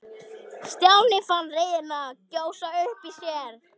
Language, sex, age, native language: Icelandic, male, 13, Icelandic